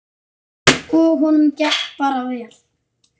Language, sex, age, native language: Icelandic, male, 9, Icelandic